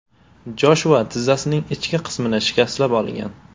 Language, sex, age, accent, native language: Uzbek, male, 18-24, Toshkent shahri, Uzbek